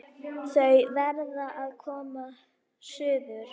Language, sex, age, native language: Icelandic, female, 9, Icelandic